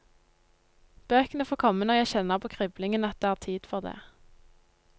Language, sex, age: Norwegian, female, 19